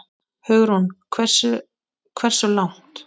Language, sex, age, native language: Icelandic, female, 8, Icelandic